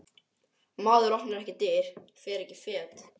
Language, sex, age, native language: Icelandic, male, 12, Icelandic